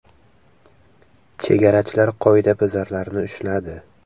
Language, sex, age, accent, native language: Uzbek, male, 18-24, Samarqand, Uzbek